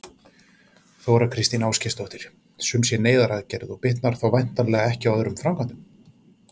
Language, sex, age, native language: Icelandic, male, 40-49, Icelandic